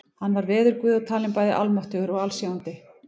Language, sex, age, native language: Icelandic, female, 18-19, Icelandic